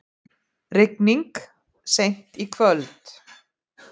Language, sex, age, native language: Icelandic, female, 50-59, Icelandic